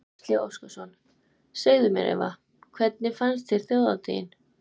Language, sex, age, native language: Icelandic, female, 20-29, Icelandic